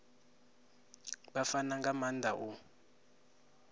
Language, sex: Venda, male